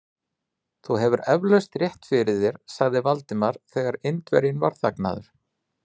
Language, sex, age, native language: Icelandic, male, 40-49, Icelandic